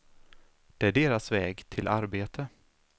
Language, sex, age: Swedish, male, 36